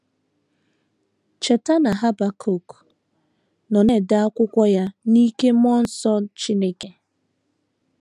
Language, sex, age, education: Igbo, female, 15-29, tertiary